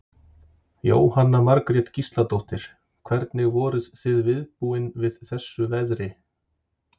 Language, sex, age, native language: Icelandic, male, 30-39, Icelandic